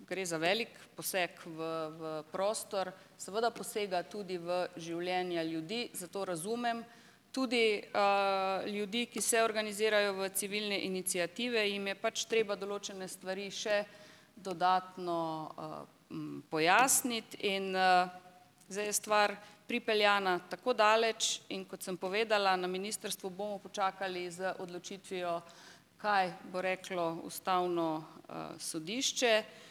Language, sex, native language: Slovenian, female, Slovenian